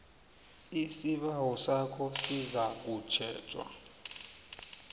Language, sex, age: South Ndebele, male, 24